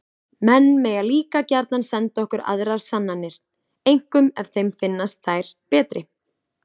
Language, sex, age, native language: Icelandic, female, 20-29, Icelandic